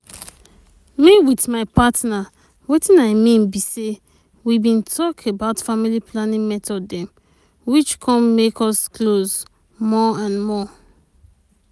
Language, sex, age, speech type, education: Nigerian Pidgin, female, 30-45, spontaneous, tertiary